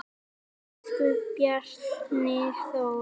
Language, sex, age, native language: Icelandic, female, 10, Icelandic